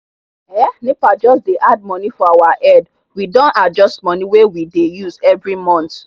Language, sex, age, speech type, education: Nigerian Pidgin, female, 30-45, spontaneous, tertiary